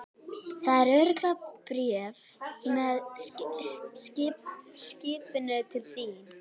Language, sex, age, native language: Icelandic, male, 12, Icelandic